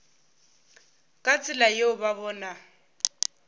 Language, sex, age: Northern Sotho, female, 18